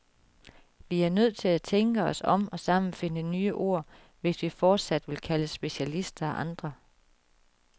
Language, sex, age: Danish, female, 36